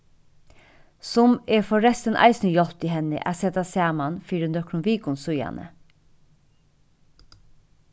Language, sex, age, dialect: Faroese, female, 36-60, Suðurstreymoy